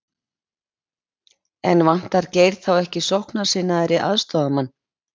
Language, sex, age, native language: Icelandic, female, 30-39, Icelandic